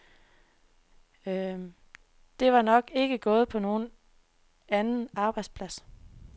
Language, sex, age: Danish, female, 24